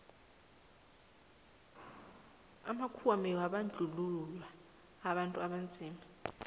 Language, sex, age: South Ndebele, female, 23